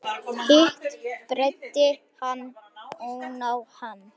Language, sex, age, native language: Icelandic, male, 9, Icelandic